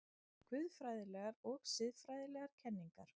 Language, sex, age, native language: Icelandic, female, 30-39, Icelandic